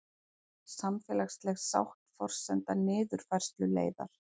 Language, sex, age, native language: Icelandic, female, 40-49, Icelandic